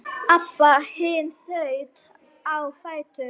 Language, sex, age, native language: Icelandic, female, 9, Icelandic